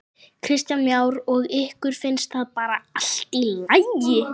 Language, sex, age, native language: Icelandic, female, 11, Icelandic